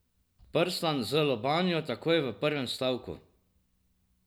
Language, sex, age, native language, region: Slovenian, male, 50-59, Slovenian, Drava region